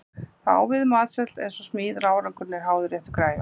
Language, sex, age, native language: Icelandic, female, 50-59, Icelandic